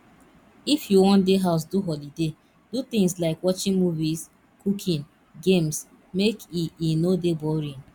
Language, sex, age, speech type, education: Nigerian Pidgin, female, 30-45, spontaneous, tertiary